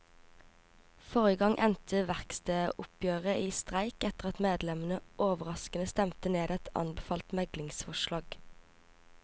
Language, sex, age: Norwegian, female, 24